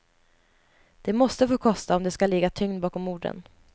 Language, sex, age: Swedish, female, 20